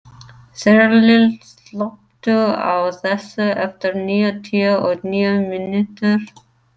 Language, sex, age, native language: Icelandic, female, 30-39, English